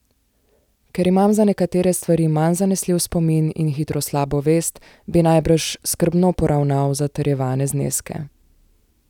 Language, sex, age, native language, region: Slovenian, female, 18-29, Slovenian, Zasavska region